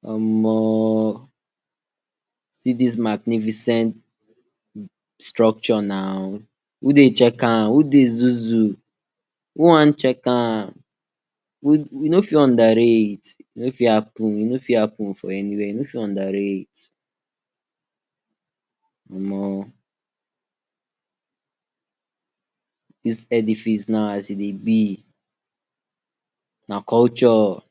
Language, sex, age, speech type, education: Nigerian Pidgin, male, 46-60, spontaneous, tertiary